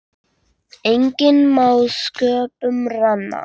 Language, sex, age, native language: Icelandic, male, 10, Icelandic